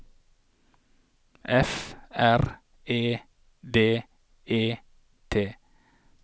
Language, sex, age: Norwegian, male, 48